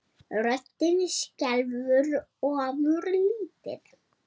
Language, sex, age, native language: Icelandic, female, 20-29, Icelandic